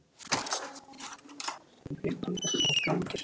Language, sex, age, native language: Icelandic, male, 12, Icelandic